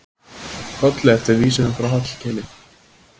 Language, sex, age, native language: Icelandic, male, 20-29, Icelandic